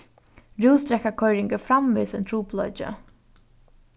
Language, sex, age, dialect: Faroese, female, 15-35, Norðuroyggjar